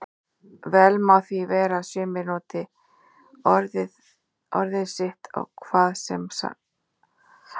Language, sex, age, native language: Icelandic, female, 40-49, Icelandic